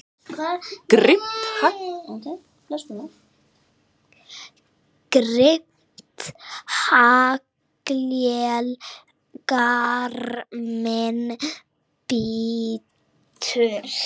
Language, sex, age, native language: Icelandic, female, 7, Icelandic